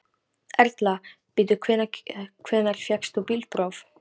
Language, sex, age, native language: Icelandic, female, 13, Icelandic